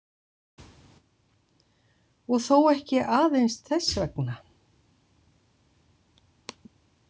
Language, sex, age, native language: Icelandic, female, 60-69, Icelandic